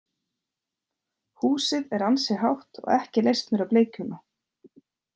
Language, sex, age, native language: Icelandic, female, 30-39, Icelandic